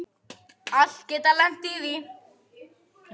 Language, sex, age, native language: Icelandic, female, 10, Icelandic